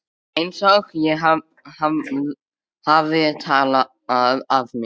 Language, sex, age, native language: Icelandic, male, 13, Icelandic